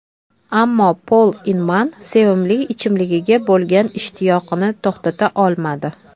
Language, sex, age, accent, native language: Uzbek, female, 30-39, Toshkent shahri, Uzbek